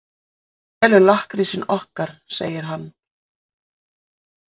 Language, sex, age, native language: Icelandic, female, 40-49, Icelandic